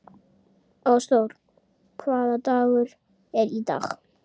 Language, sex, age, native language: Icelandic, female, 30-39, Icelandic